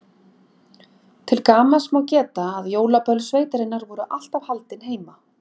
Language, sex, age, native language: Icelandic, female, 40-49, Icelandic